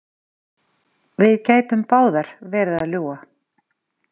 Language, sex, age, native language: Icelandic, female, 40-49, Icelandic